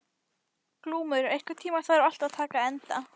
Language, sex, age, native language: Icelandic, female, 11, Icelandic